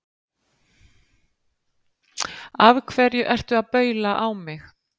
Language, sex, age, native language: Icelandic, female, 50-59, Icelandic